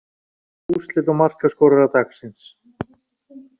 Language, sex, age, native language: Icelandic, male, 40-49, Icelandic